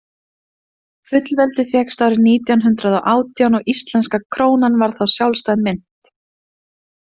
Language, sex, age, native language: Icelandic, female, 20-29, Icelandic